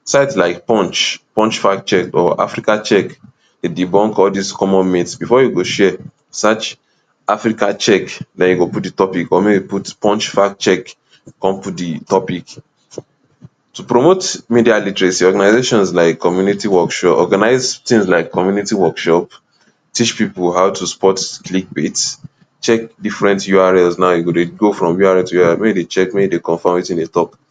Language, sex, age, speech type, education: Nigerian Pidgin, male, 15-29, spontaneous, tertiary